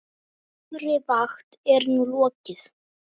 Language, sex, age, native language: Icelandic, female, 9, Icelandic